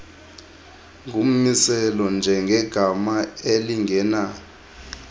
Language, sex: Xhosa, male